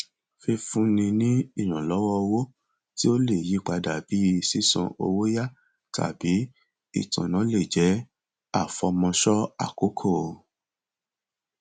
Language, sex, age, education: Yoruba, male, 30-45, tertiary